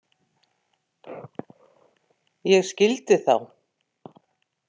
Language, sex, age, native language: Icelandic, female, 50-59, Icelandic